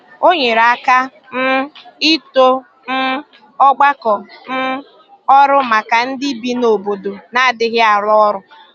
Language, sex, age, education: Igbo, female, 15-29, secondary